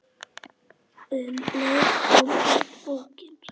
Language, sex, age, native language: Icelandic, female, 8, Icelandic